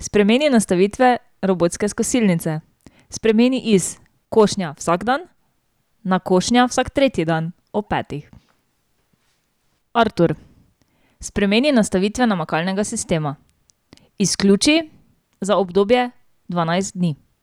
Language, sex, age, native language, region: Slovenian, female, 18-29, Slovenian, Drava region